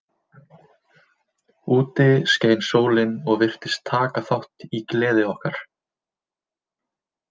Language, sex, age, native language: Icelandic, male, 20-29, Icelandic